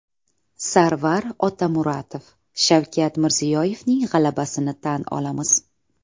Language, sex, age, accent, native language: Uzbek, female, 18-24, Toshkent viloyati, Uzbek